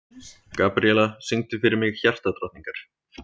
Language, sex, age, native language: Icelandic, male, 30-39, Icelandic